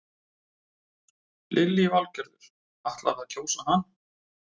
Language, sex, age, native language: Icelandic, male, 30-39, Icelandic